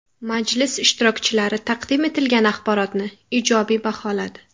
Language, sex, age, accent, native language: Uzbek, female, 18-24, Samarqand, Uzbek